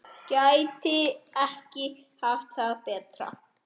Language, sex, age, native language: Icelandic, male, 10, Icelandic